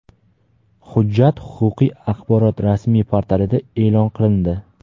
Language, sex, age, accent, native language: Uzbek, male, 19-29, Farg'ona, Uzbek